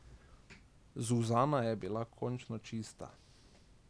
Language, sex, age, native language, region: Slovenian, male, 18-29, Slovenian, Drava region